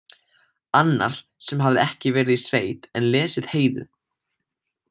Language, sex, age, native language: Icelandic, male, 18-19, Icelandic